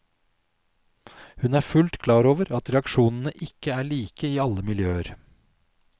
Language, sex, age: Norwegian, male, 46